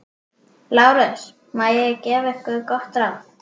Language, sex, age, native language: Icelandic, female, 12, Icelandic